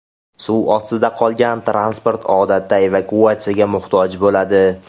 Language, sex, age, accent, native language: Uzbek, male, 18-24, Farg'ona, Uzbek